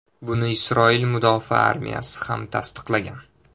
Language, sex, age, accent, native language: Uzbek, male, 18-24, Toshkent shahri, Uzbek